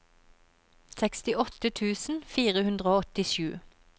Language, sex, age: Norwegian, female, 31